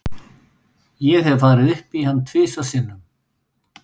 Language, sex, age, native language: Icelandic, female, 8, Icelandic